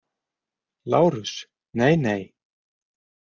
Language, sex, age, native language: Icelandic, male, 40-49, Icelandic